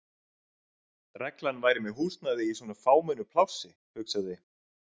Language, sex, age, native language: Icelandic, male, 30-39, Icelandic